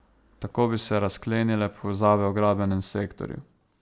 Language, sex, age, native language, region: Slovenian, male, 18-29, Slovenian, Savinja region